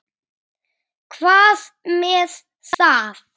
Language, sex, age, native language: Icelandic, male, 8, Icelandic